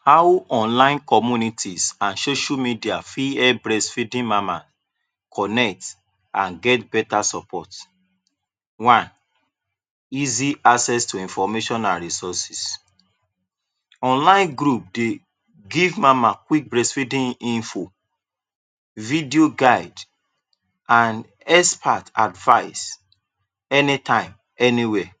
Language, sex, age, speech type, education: Nigerian Pidgin, male, 30-45, spontaneous, tertiary